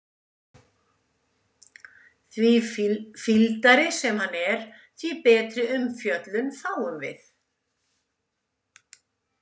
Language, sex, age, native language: Icelandic, female, 70-79, Icelandic